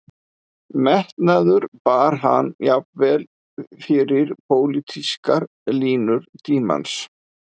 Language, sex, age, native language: Icelandic, male, 50-59, Icelandic